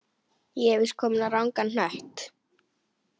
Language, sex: Icelandic, female